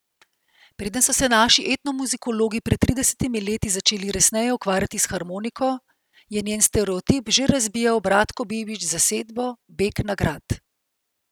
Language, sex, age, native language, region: Slovenian, female, 50-59, Slovenian, Central Slovenia